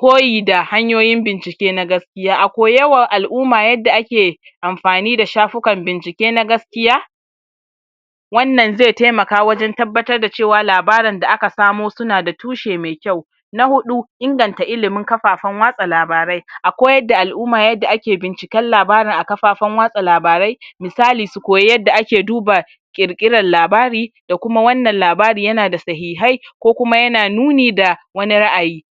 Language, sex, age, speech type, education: Hausa, male, 46-60, spontaneous, tertiary